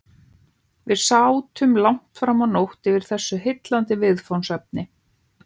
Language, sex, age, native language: Icelandic, other, 15, Icelandic